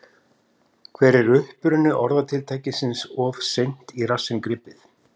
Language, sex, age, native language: Icelandic, male, 50-59, Icelandic